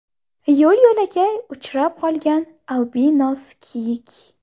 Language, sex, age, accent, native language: Uzbek, female, 18-24, Buxoro, Uzbek